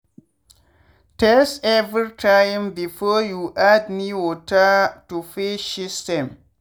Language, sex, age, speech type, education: Nigerian Pidgin, male, 15-29, spontaneous, tertiary